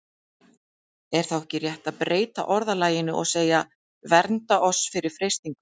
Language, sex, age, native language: Icelandic, female, 40-49, Icelandic